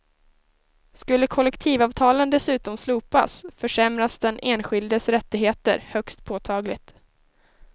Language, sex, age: Swedish, female, 19